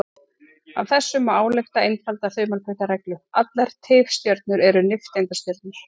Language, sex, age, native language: Icelandic, female, 40-49, Icelandic